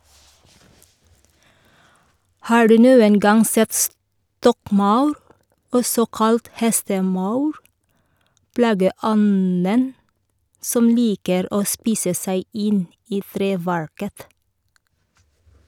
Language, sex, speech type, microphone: Norwegian, female, read, Shure